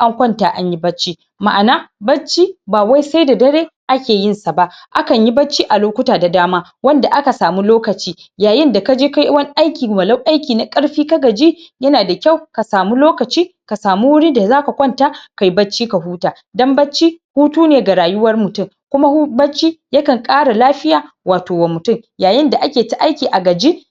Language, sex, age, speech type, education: Hausa, female, 46-60, spontaneous, tertiary